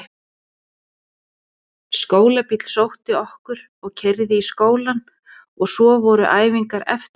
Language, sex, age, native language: Icelandic, female, 40-49, Icelandic